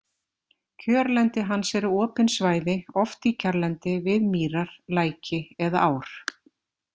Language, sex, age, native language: Icelandic, female, 50-59, Icelandic